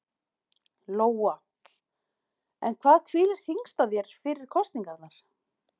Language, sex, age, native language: Icelandic, female, 40-49, Icelandic